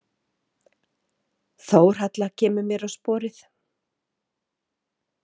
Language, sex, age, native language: Icelandic, female, 50-59, Icelandic